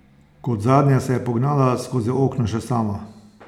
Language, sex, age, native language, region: Slovenian, male, 60+, Slovenian, Posavska region